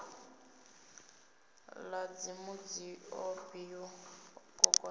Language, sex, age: Venda, female, 19